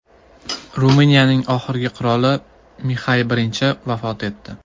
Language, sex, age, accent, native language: Uzbek, male, 19-29, Farg'ona, Uzbek